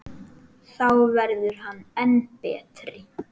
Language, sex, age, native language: Icelandic, male, 8, Icelandic